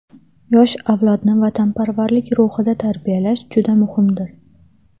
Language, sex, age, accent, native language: Uzbek, female, 18-24, Toshkent shahri, Uzbek